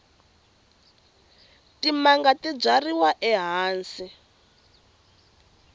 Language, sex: Tsonga, female